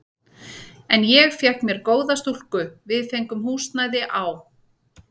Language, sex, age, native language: Icelandic, female, 40-49, Icelandic